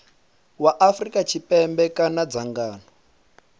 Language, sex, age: Venda, male, 25